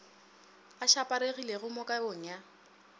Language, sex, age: Northern Sotho, female, 27